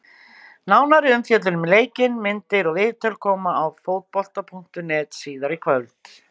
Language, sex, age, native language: Icelandic, female, 60-69, Icelandic